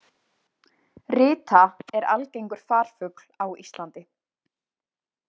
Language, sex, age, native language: Icelandic, female, 20-29, Icelandic